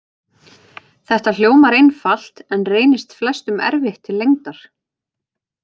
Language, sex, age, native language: Icelandic, female, 20-29, Icelandic